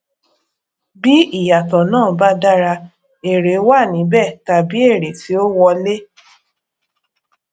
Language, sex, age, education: Yoruba, female, 30-45, tertiary